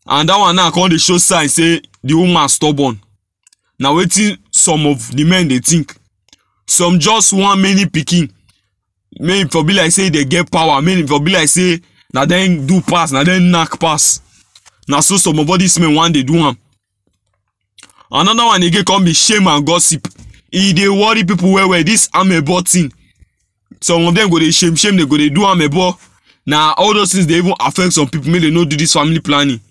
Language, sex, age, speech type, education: Nigerian Pidgin, male, 15-29, spontaneous, tertiary